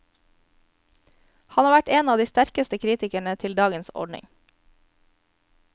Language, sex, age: Norwegian, female, 22